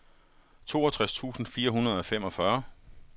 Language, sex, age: Danish, male, 51